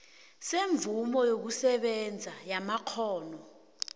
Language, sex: South Ndebele, female